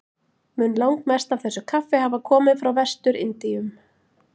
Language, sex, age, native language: Icelandic, female, 40-49, Icelandic